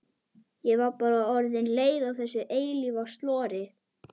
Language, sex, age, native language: Icelandic, male, 11, Icelandic